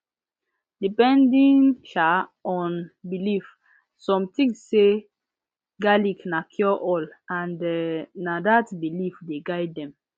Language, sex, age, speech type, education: Nigerian Pidgin, female, 15-29, spontaneous, tertiary